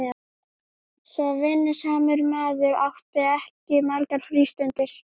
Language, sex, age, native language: Icelandic, female, 12, Icelandic